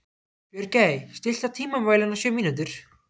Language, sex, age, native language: Icelandic, other, 18-19, Icelandic